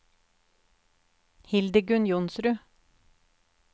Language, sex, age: Norwegian, female, 48